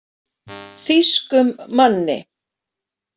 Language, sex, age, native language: Icelandic, female, 40-49, Icelandic